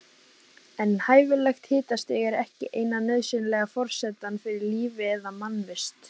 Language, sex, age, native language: Icelandic, female, 18-19, Icelandic